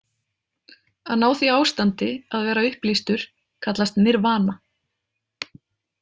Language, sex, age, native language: Icelandic, female, 30-39, Icelandic